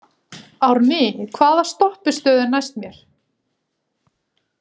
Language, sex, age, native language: Icelandic, female, 40-49, Icelandic